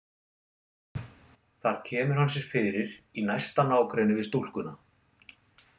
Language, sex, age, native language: Icelandic, male, 40-49, Icelandic